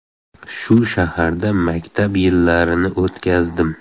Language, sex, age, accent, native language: Uzbek, male, 18-24, Xorazm, Uzbek